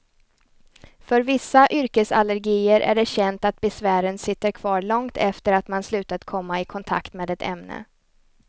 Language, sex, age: Swedish, female, 29